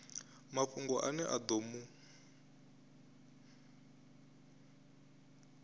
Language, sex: Venda, male